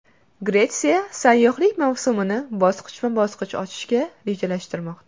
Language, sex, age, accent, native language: Uzbek, female, 19-29, Qashqadaryo, Uzbek